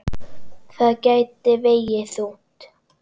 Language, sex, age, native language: Icelandic, female, 10, Icelandic